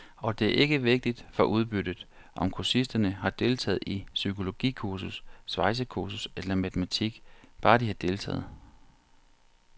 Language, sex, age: Danish, male, 40